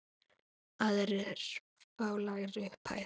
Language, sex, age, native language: Icelandic, female, 9, Icelandic